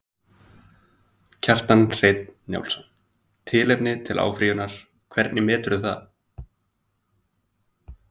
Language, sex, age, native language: Icelandic, male, 20-29, Icelandic